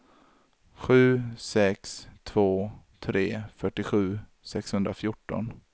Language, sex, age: Swedish, male, 33